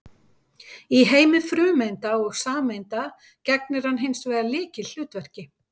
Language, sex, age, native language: Icelandic, female, 50-59, Icelandic